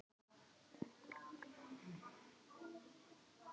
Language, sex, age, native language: Icelandic, male, 11, Icelandic